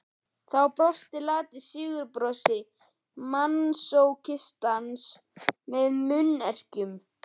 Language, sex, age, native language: Icelandic, male, 11, Icelandic